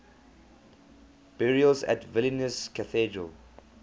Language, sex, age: English, male, 24